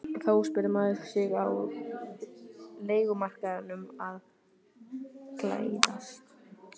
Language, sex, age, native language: Icelandic, male, 12, Icelandic